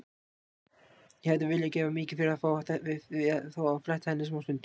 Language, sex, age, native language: Icelandic, male, 18-19, Icelandic